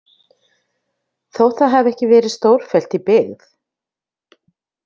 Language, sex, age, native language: Icelandic, female, 50-59, Icelandic